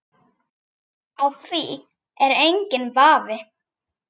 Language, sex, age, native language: Icelandic, female, 9, Icelandic